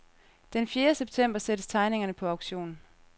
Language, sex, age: Danish, female, 30